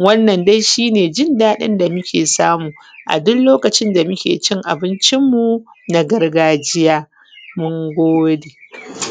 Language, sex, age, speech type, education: Hausa, female, 15-29, spontaneous, tertiary